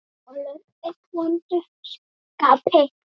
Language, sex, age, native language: Icelandic, female, 8, Icelandic